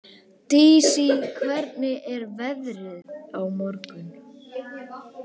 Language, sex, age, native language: Icelandic, male, 18-19, Icelandic